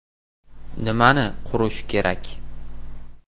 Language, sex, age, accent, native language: Uzbek, male, 18-24, Toshkent shahri, Uzbek